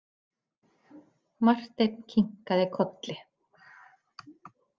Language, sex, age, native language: Icelandic, female, 40-49, Icelandic